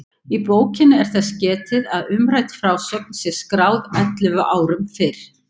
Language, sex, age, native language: Icelandic, female, 50-59, Icelandic